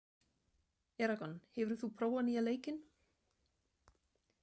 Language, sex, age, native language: Icelandic, female, 30-39, German